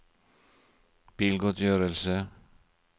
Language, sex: Norwegian, male